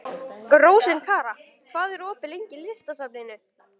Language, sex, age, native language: Icelandic, female, 18-19, Icelandic